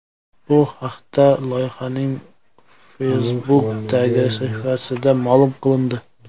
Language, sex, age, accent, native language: Uzbek, male, 25-34, Jizzax, Uzbek